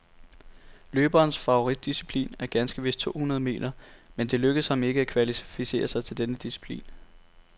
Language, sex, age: Danish, male, 18